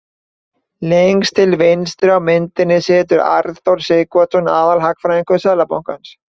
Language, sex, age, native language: Icelandic, male, 20-29, Icelandic